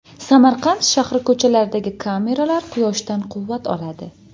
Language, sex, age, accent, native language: Uzbek, female, 19-29, Andijon, Uzbek